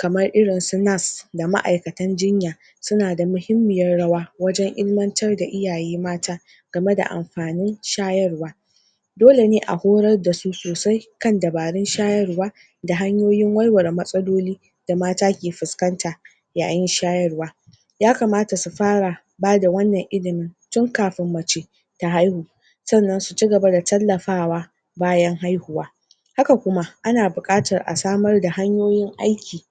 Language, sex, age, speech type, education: Hausa, female, 30-45, spontaneous, tertiary